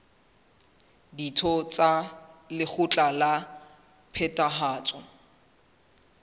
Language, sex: Southern Sotho, male